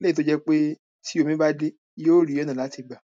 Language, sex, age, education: Yoruba, male, 30-45, secondary